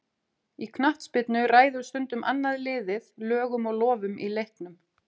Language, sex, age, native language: Icelandic, female, 40-49, Icelandic